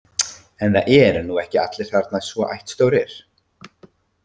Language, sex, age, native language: Icelandic, male, 50-59, Icelandic